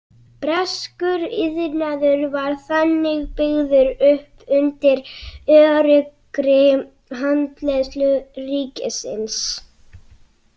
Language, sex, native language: Icelandic, other, Icelandic